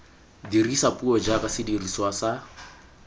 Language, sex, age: Tswana, male, 20